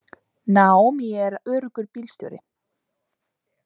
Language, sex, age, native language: Icelandic, female, 20-29, Icelandic